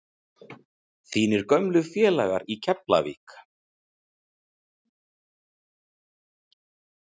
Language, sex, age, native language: Icelandic, male, 40-49, Icelandic